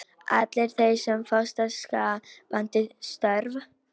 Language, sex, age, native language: Icelandic, female, 18-19, Polish